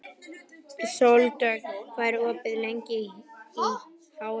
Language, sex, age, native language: Icelandic, male, 11, Icelandic